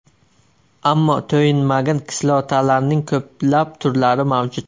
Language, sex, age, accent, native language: Uzbek, male, 25-34, Surxondaryo, Uzbek